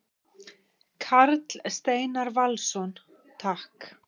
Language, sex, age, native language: Icelandic, female, 50-59, Icelandic